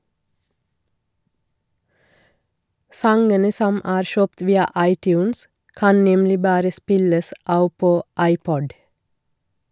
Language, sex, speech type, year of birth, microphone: Norwegian, female, read, 1969, Shure